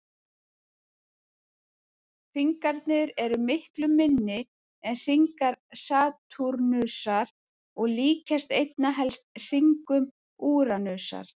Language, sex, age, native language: Icelandic, female, 30-39, Icelandic